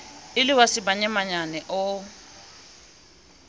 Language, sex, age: Southern Sotho, female, 27